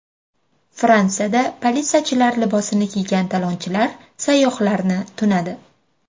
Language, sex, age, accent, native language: Uzbek, female, 25-34, Farg'ona, Uzbek